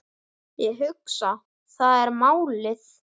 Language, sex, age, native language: Icelandic, male, 10, Icelandic